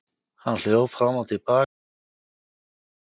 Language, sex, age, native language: Icelandic, male, 50-59, Icelandic